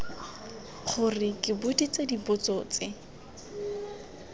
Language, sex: Tswana, female